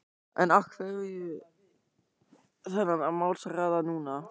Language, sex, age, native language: Icelandic, male, 14, German